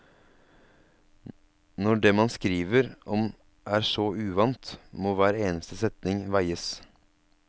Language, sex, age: Norwegian, male, 27